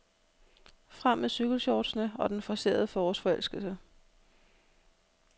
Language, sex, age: Danish, female, 32